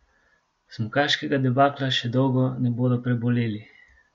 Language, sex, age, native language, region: Slovenian, male, 18-29, Slovenian, Gorenjska region